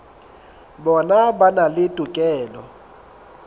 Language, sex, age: Southern Sotho, male, 22